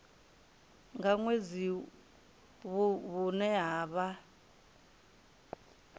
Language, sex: Venda, female